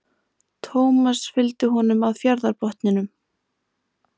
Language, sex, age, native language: Icelandic, female, 20-29, Icelandic